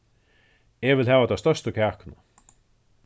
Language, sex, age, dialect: Faroese, male, 36-60, Suðurstreymoy